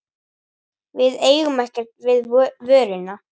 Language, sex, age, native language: Icelandic, female, 8, Icelandic